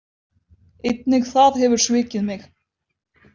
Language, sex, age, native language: Icelandic, female, 20-29, Icelandic